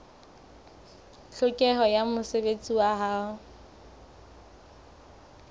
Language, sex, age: Southern Sotho, female, 25